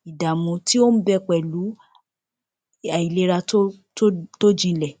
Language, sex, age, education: Yoruba, female, 15-29, tertiary